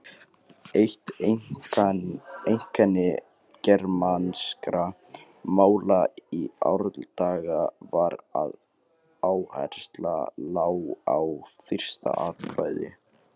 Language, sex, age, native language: Icelandic, male, 18-19, Icelandic